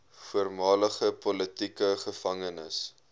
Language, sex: Afrikaans, male